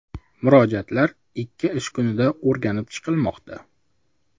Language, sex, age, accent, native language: Uzbek, male, 25-34, Jizzax, Uzbek